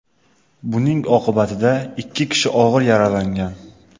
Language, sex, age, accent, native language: Uzbek, male, 18-24, Qashqadaryo, Uzbek